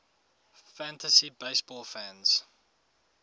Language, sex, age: English, male, 19